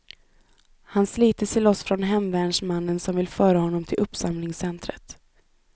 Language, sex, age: Swedish, female, 25